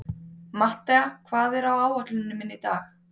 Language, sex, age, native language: Icelandic, female, 30-39, Icelandic